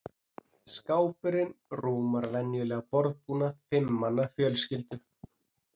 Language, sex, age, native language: Icelandic, male, 30-39, Icelandic